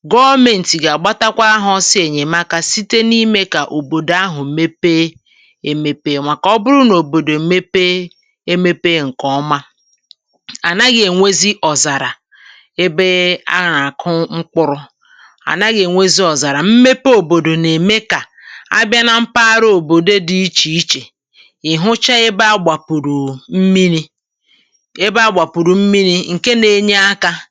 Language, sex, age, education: Igbo, female, 46-60, tertiary